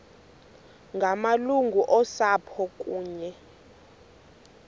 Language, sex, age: Xhosa, female, 20